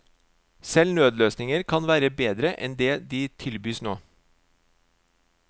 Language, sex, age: Norwegian, male, 36